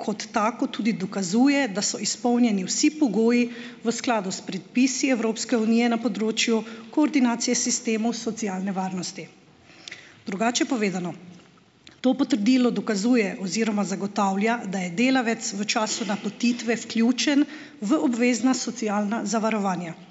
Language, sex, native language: Slovenian, female, Slovenian